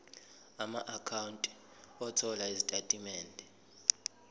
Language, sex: Zulu, male